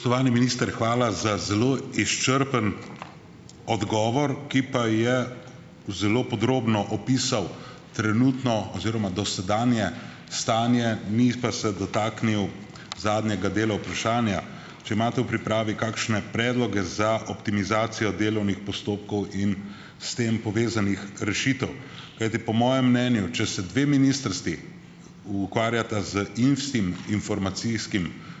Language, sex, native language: Slovenian, male, Slovenian